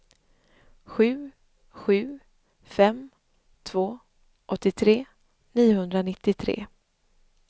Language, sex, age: Swedish, female, 26